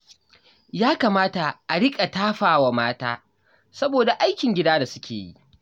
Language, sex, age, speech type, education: Hausa, male, 15-29, read, tertiary